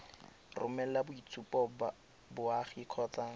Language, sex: Tswana, male